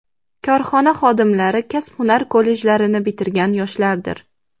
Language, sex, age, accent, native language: Uzbek, female, 18-24, Andijon, Uzbek